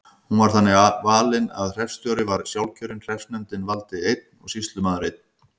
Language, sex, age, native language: Icelandic, male, 50-59, Icelandic